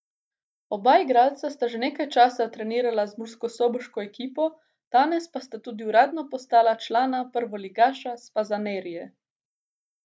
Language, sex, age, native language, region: Slovenian, female, 18-29, Slovenian, Gorica region